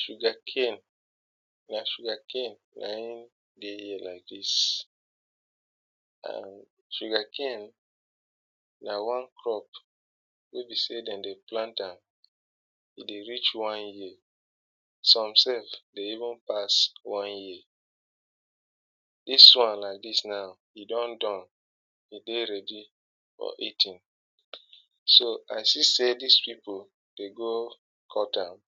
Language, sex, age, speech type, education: Nigerian Pidgin, male, 15-29, spontaneous, tertiary